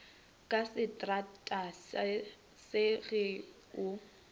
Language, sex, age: Northern Sotho, female, 21